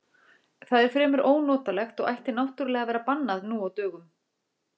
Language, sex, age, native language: Icelandic, female, 40-49, Icelandic